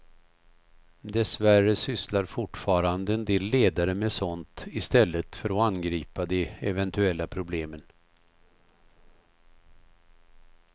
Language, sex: Swedish, male